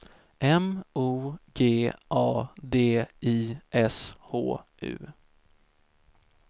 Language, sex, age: Swedish, male, 17